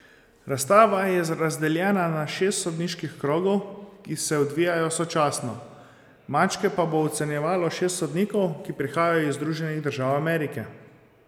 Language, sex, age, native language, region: Slovenian, male, 30-49, Slovenian, Zasavska region